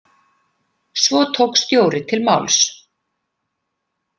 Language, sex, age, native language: Icelandic, female, 50-59, Icelandic